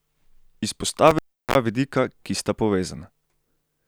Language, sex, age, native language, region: Slovenian, male, 18-29, Slovenian, Central Slovenia